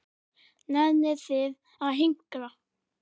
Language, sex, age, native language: Icelandic, male, 9, Icelandic